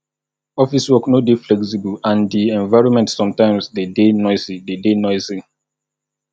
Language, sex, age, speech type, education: Nigerian Pidgin, male, 30-45, spontaneous, tertiary